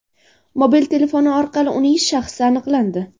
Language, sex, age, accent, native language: Uzbek, female, 18-24, Surxondaryo, Uzbek